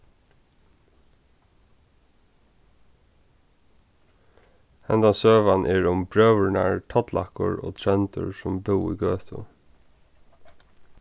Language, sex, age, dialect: Faroese, male, 15-35, Norðurstreymoy/Eysturoy